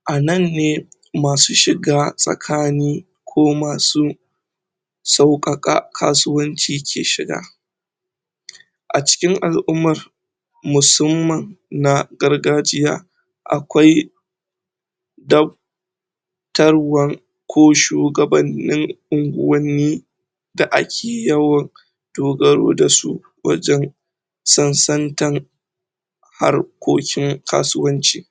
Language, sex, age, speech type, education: Hausa, male, 30-45, spontaneous, tertiary